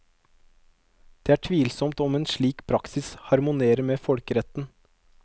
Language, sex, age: Norwegian, male, 22